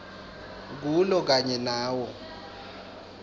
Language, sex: Swati, male